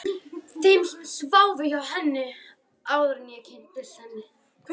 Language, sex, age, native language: Icelandic, female, 11, Icelandic